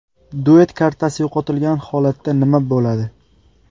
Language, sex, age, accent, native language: Uzbek, male, 18-24, Qashqadaryo, Uzbek